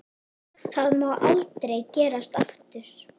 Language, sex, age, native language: Icelandic, female, 8, Icelandic